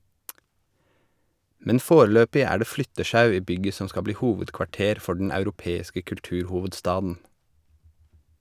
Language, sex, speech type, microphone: Norwegian, male, read, Shure